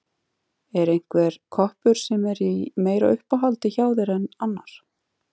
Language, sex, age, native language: Icelandic, female, 40-49, Icelandic